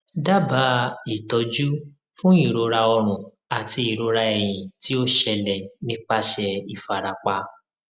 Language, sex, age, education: Yoruba, male, 30-45, tertiary